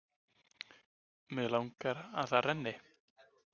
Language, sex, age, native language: Icelandic, male, 20-29, Icelandic